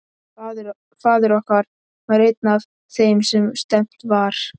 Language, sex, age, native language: Icelandic, male, 11, Icelandic